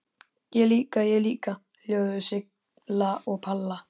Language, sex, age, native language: Icelandic, male, 13, Icelandic